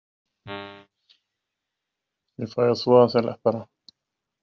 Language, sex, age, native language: Icelandic, male, 50-59, Icelandic